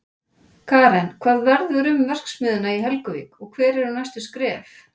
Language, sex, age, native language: Icelandic, female, 40-49, Icelandic